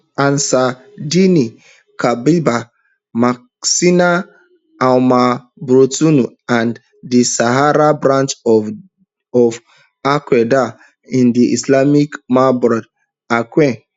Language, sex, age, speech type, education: Nigerian Pidgin, male, 30-45, spontaneous, tertiary